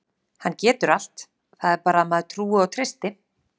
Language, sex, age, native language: Icelandic, female, 30-39, Icelandic